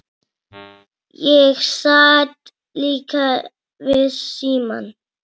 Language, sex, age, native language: Icelandic, female, 7, Icelandic